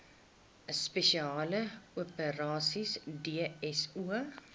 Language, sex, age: Afrikaans, female, 21